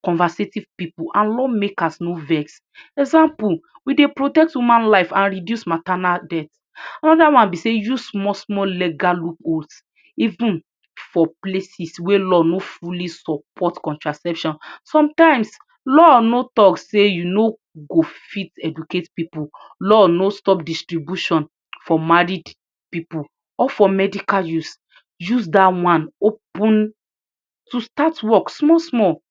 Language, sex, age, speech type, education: Nigerian Pidgin, female, 46-60, spontaneous, tertiary